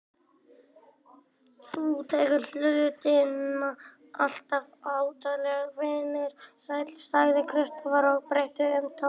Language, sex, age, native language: Icelandic, male, 18-19, Icelandic